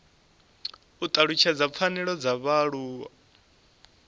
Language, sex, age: Venda, male, 24